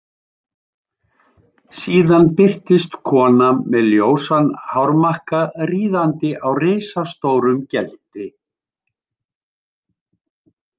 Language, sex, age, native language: Icelandic, male, 70-79, Icelandic